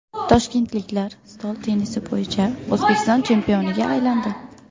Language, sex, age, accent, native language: Uzbek, female, under 19, Qoraqalpog'iston, Uzbek